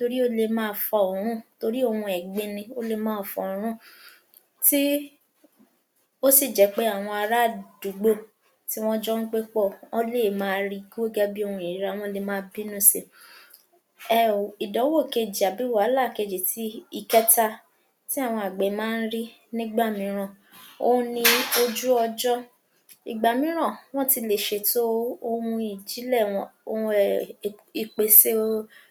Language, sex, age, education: Yoruba, female, 46-60, tertiary